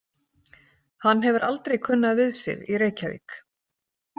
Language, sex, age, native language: Icelandic, female, 40-49, Icelandic